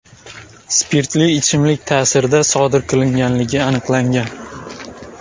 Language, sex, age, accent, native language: Uzbek, male, 18-24, Xorazm, Uzbek